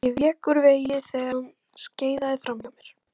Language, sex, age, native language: Icelandic, female, 12, Icelandic